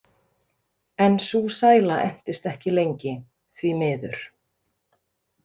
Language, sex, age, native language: Icelandic, female, 30-39, Icelandic